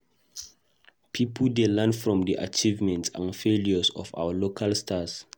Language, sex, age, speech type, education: Nigerian Pidgin, male, 15-29, read, tertiary